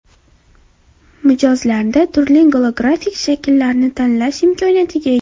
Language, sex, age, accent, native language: Uzbek, female, under 19, Andijon, Uzbek